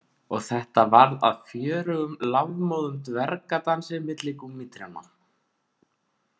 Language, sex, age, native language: Icelandic, male, 20-29, Icelandic